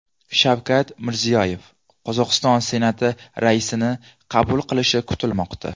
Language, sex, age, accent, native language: Uzbek, male, 19-29, Toshkent viloyati, Uzbek